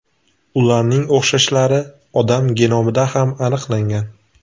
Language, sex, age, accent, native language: Uzbek, male, 18-24, Sirdaryo, Uzbek